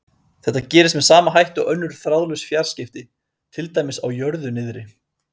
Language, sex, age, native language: Icelandic, male, 30-39, Icelandic